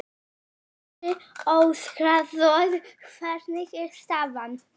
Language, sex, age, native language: Icelandic, male, 11, Icelandic